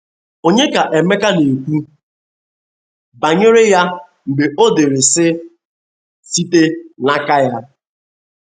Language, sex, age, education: Igbo, male, 15-29, tertiary